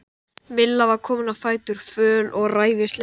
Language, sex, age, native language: Icelandic, male, 12, Icelandic